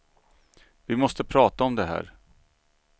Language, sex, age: Swedish, male, 39